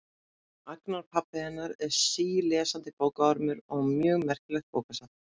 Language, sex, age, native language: Icelandic, female, 30-39, Icelandic